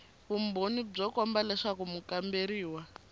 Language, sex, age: Tsonga, female, 19